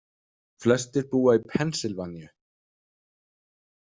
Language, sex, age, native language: Icelandic, male, 30-39, Danish